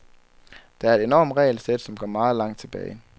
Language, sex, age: Danish, male, 23